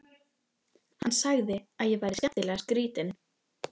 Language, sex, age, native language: Icelandic, female, 12, Icelandic